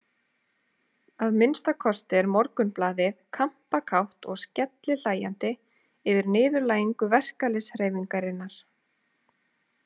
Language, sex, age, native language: Icelandic, female, 30-39, Icelandic